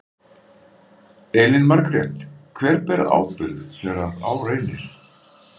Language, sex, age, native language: Icelandic, male, 50-59, Icelandic